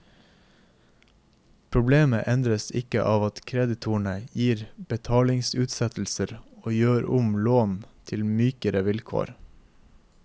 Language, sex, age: Norwegian, male, 24